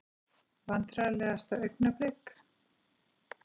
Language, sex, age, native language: Icelandic, female, 40-49, Icelandic